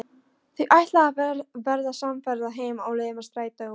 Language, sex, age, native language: Icelandic, female, 13, Polish